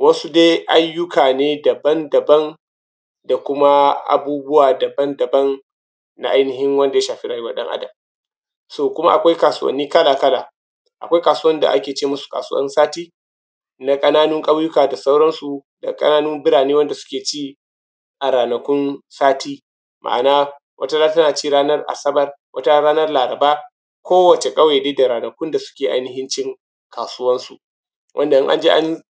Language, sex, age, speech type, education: Hausa, male, 15-29, spontaneous, tertiary